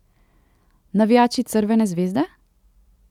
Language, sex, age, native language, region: Slovenian, female, 18-29, Slovenian, Central Slovenia